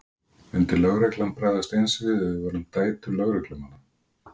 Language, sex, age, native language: Icelandic, male, 40-49, Icelandic